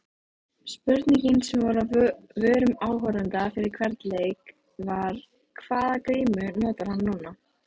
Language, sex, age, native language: Icelandic, female, 18-19, Icelandic